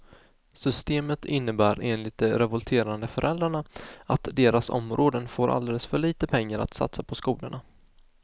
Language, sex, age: Swedish, male, 19